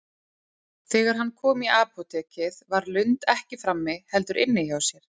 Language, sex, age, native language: Icelandic, female, 30-39, Icelandic